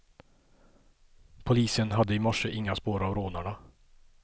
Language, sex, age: Swedish, male, 50